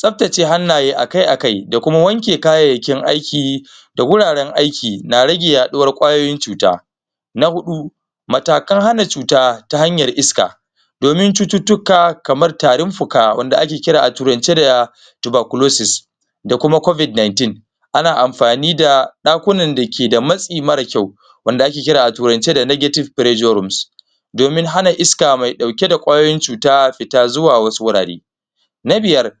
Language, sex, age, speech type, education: Hausa, male, 15-29, spontaneous, primary